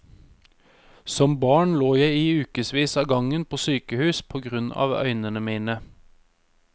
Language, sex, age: Norwegian, male, 31